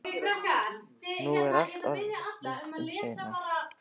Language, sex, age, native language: Icelandic, male, 13, Icelandic